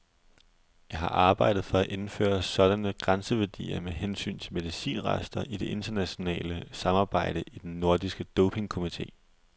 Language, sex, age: Danish, male, 20